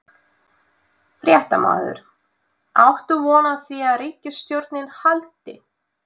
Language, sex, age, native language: Icelandic, female, 20-29, Russian